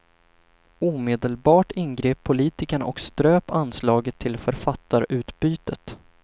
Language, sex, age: Swedish, male, 25